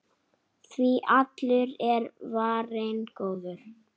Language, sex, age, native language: Icelandic, female, 8, Icelandic